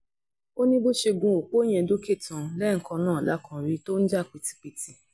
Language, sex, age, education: Yoruba, female, 15-29, tertiary